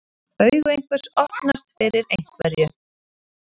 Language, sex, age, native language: Icelandic, female, 30-39, Icelandic